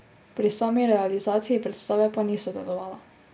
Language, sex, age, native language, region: Slovenian, female, 18-29, Slovenian, Drava region